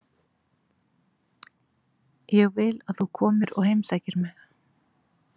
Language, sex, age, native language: Icelandic, female, 40-49, Icelandic